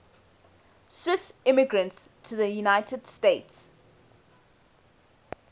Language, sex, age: English, female, 18